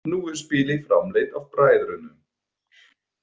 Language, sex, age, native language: Icelandic, male, 50-59, German